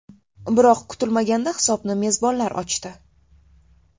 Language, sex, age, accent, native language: Uzbek, female, 18-24, Toshkent shahri, Uzbek